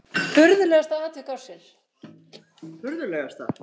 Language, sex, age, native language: Icelandic, female, 50-59, Icelandic